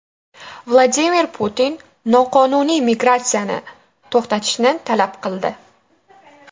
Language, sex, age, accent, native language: Uzbek, female, 12-17, Sirdaryo, Uzbek